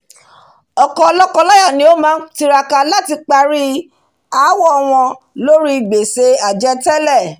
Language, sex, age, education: Yoruba, female, 46-60, tertiary